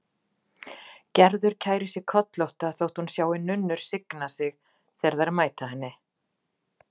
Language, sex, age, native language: Icelandic, female, 40-49, Icelandic